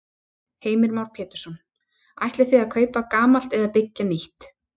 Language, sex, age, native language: Icelandic, female, 30-39, Icelandic